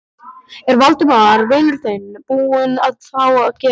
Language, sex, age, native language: Icelandic, male, 12, Icelandic